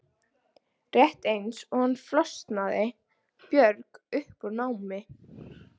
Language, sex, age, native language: Icelandic, female, 12, Icelandic